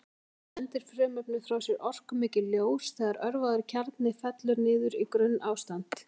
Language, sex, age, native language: Icelandic, female, 40-49, Icelandic